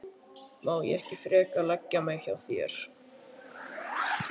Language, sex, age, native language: Icelandic, male, 12, Icelandic